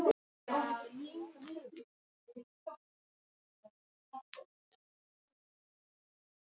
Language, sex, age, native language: Icelandic, female, 13, Icelandic